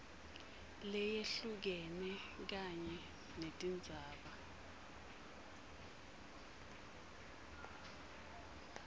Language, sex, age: Swati, female, 22